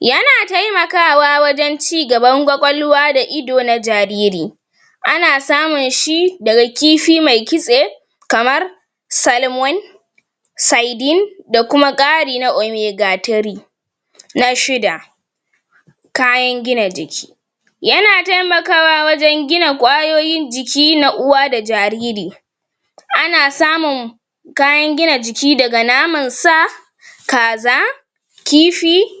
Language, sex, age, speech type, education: Hausa, female, 46-60, spontaneous, tertiary